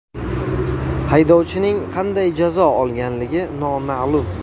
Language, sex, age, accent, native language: Uzbek, male, 19-29, Toshkent viloyati, Uzbek